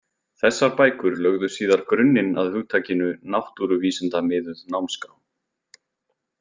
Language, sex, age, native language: Icelandic, male, 20-29, Icelandic